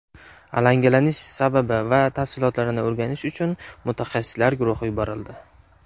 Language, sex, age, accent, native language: Uzbek, male, 19-29, Namangan, Uzbek